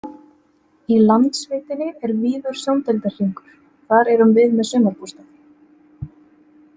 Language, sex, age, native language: Icelandic, female, 30-39, Icelandic